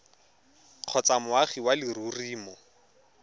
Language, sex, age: Tswana, male, 23